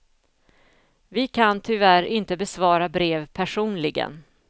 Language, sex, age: Swedish, female, 49